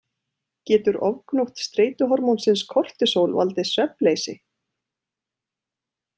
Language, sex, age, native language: Icelandic, female, 30-39, Icelandic